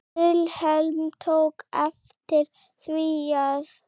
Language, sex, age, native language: Icelandic, female, 8, Icelandic